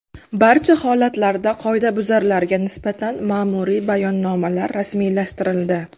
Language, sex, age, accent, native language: Uzbek, female, 19-29, Qashqadaryo, Uzbek